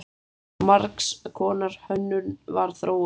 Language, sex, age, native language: Icelandic, male, 8, Icelandic